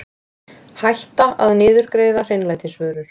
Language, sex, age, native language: Icelandic, female, 20-29, Icelandic